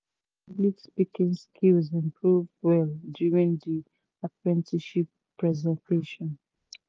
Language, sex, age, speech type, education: Nigerian Pidgin, female, 30-45, spontaneous, tertiary